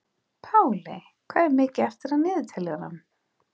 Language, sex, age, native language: Icelandic, female, 30-39, Icelandic